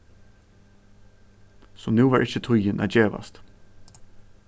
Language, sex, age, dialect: Faroese, male, 15-35, Suðurstreymoy